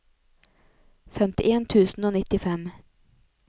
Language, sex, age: Norwegian, female, 28